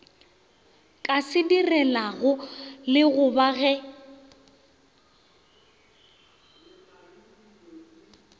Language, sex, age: Northern Sotho, female, 24